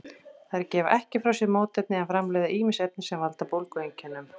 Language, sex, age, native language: Icelandic, female, 40-49, Icelandic